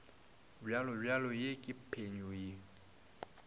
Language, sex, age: Northern Sotho, male, 20